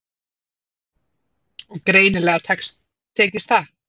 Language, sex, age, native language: Icelandic, female, 30-39, Icelandic